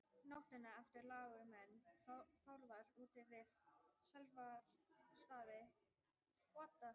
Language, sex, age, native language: Icelandic, female, 18-19, Icelandic